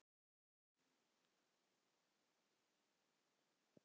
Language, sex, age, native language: Icelandic, female, 40-49, Icelandic